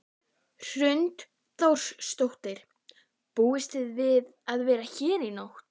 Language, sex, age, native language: Icelandic, female, 12, Icelandic